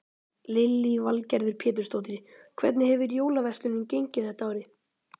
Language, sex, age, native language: Icelandic, male, 12, Icelandic